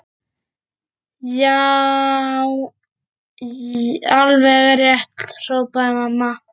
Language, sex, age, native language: Icelandic, male, 8, Icelandic